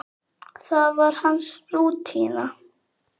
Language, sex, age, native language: Icelandic, female, 8, Icelandic